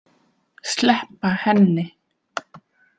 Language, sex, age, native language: Icelandic, female, 20-29, Vietnamese